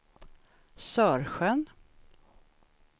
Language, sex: Swedish, female